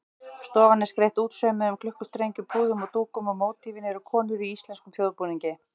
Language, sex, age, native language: Icelandic, female, 40-49, Icelandic